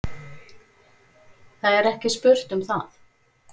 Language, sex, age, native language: Icelandic, female, 40-49, Icelandic